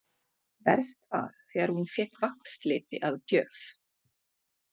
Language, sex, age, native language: Icelandic, female, 40-49, Czech